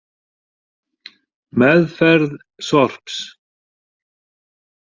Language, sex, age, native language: Icelandic, male, 40-49, Icelandic